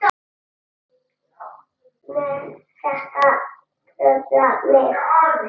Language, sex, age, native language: Icelandic, male, 6, Italian